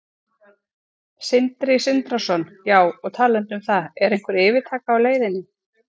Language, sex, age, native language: Icelandic, female, 40-49, Icelandic